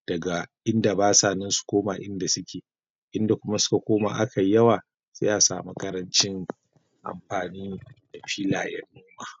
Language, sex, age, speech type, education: Hausa, male, 30-45, spontaneous, primary